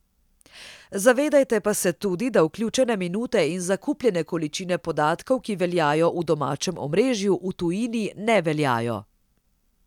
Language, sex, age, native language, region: Slovenian, female, 30-49, Slovenian, Central Slovenia